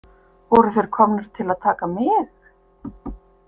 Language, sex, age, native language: Icelandic, female, 50-59, Icelandic